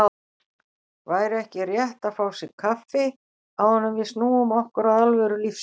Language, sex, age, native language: Icelandic, female, 60-69, Icelandic